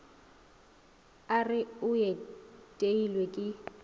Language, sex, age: Northern Sotho, female, 21